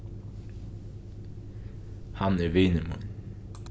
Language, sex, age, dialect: Faroese, male, 15-35, Norðuroyggjar